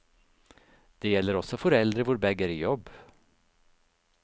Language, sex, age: Norwegian, male, 56